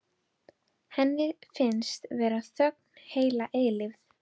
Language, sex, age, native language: Icelandic, female, 12, Icelandic